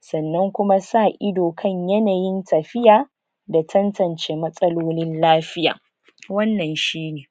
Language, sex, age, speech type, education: Hausa, female, 30-45, spontaneous, tertiary